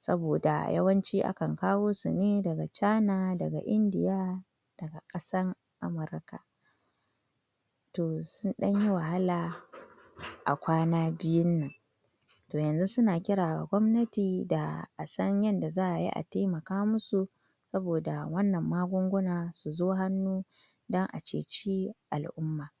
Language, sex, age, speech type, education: Hausa, female, 46-60, spontaneous, tertiary